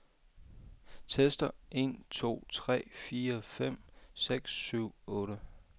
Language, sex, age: Danish, male, 28